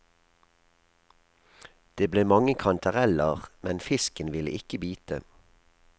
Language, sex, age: Norwegian, male, 37